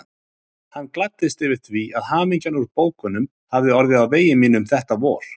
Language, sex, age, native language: Icelandic, male, 30-39, Icelandic